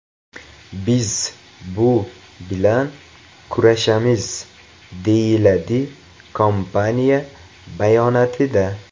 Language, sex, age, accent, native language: Uzbek, male, 18-24, Toshkent viloyati, Uzbek